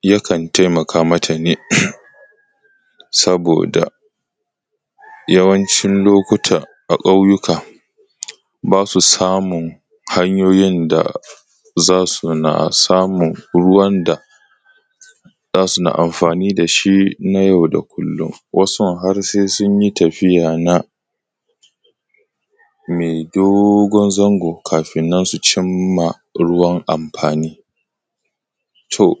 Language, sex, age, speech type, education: Hausa, male, 15-29, spontaneous, tertiary